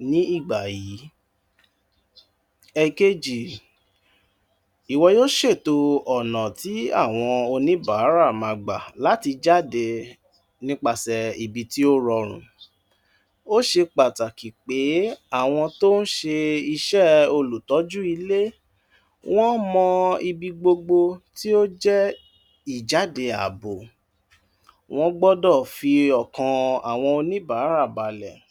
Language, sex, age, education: Yoruba, male, 46-60, tertiary